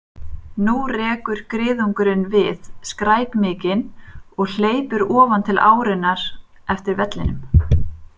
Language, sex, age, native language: Icelandic, female, 30-39, Icelandic